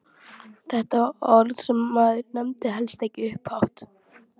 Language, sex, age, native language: Icelandic, female, 12, Icelandic